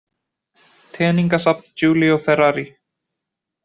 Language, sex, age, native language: Icelandic, male, 20-29, Icelandic